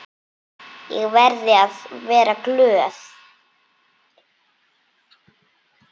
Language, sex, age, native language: Icelandic, male, 8, Icelandic